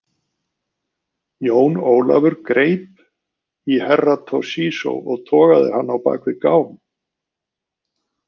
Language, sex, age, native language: Icelandic, male, 50-59, Icelandic